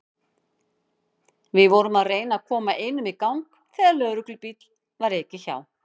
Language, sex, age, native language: Icelandic, female, 50-59, Icelandic